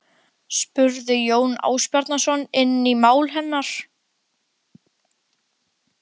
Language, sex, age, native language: Icelandic, male, 12, Icelandic